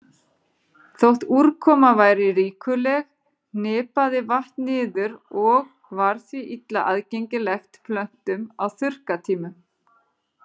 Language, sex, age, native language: Icelandic, female, 40-49, Icelandic